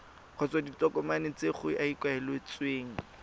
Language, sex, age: Tswana, male, 20